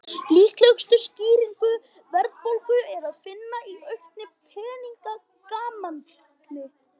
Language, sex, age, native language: Icelandic, female, 50-59, Icelandic